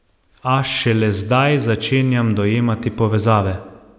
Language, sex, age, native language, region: Slovenian, male, 30-49, Slovenian, Savinja region